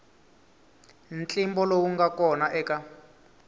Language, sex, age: Tsonga, male, 22